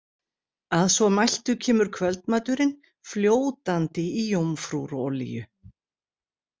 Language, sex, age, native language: Icelandic, female, 60-69, Icelandic